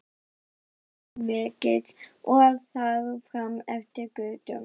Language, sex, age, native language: Icelandic, female, 12, Icelandic